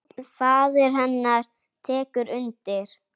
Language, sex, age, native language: Icelandic, female, 8, Icelandic